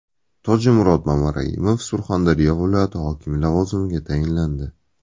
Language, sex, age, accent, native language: Uzbek, male, 25-34, Buxoro, Uzbek